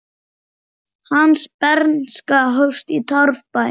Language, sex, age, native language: Icelandic, male, 9, Icelandic